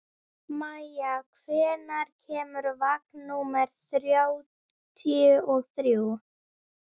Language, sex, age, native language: Icelandic, female, 11, Icelandic